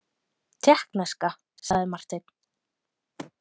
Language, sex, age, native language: Icelandic, female, 20-29, Icelandic